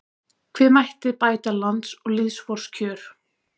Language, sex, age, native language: Icelandic, female, 30-39, Icelandic